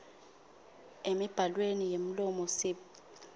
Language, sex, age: Swati, female, 25